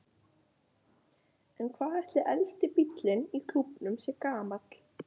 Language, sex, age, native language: Icelandic, male, 11, Icelandic